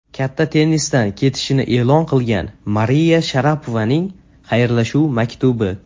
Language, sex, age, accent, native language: Uzbek, male, under 19, Jizzax, Uzbek